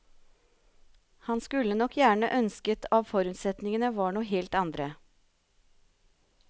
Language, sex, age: Norwegian, female, 36